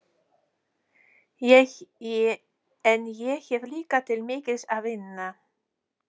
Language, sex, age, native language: Icelandic, female, 40-49, Polish